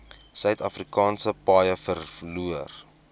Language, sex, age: Afrikaans, male, 21